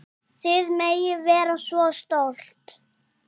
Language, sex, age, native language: Icelandic, female, 7, Icelandic